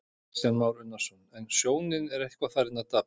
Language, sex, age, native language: Icelandic, male, 50-59, Icelandic